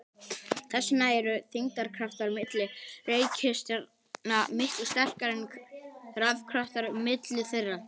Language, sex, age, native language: Icelandic, male, 18-19, Icelandic